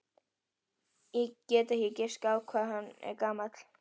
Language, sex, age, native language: Icelandic, female, 11, Icelandic